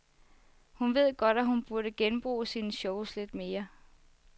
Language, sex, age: Danish, female, 24